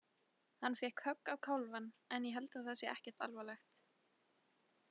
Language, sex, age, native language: Icelandic, female, 20-29, Icelandic